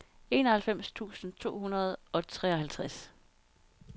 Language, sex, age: Danish, female, 32